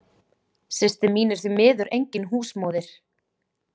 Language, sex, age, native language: Icelandic, female, 20-29, Icelandic